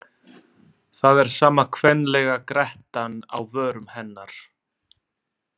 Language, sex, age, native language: Icelandic, male, 20-29, Italian